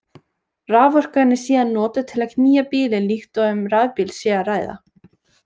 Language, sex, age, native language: Icelandic, female, 20-29, Icelandic